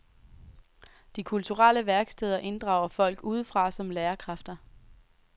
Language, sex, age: Danish, female, 23